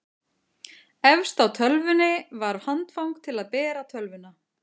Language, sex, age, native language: Icelandic, female, 40-49, Icelandic